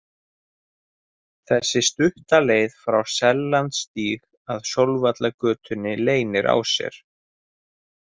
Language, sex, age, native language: Icelandic, male, 30-39, Icelandic